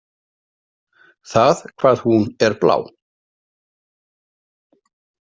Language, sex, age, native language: Icelandic, male, 40-49, Icelandic